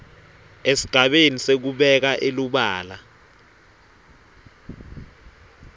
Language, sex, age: Swati, male, 20